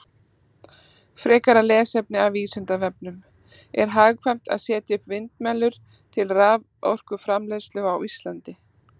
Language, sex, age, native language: Icelandic, female, 30-39, Icelandic